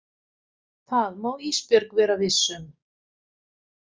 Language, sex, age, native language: Icelandic, female, 50-59, Icelandic